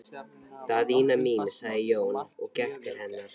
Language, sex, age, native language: Icelandic, male, 13, Icelandic